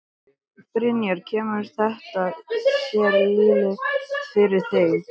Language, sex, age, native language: Icelandic, male, 13, Icelandic